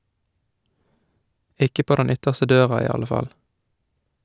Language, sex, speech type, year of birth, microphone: Norwegian, male, read, 1987, Shure